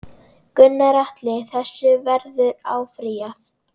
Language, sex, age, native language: Icelandic, female, 10, Icelandic